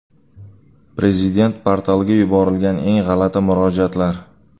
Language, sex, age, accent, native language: Uzbek, male, 25-34, Sirdaryo, Uzbek